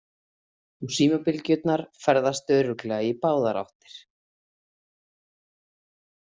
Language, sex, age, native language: Icelandic, female, 30-39, Icelandic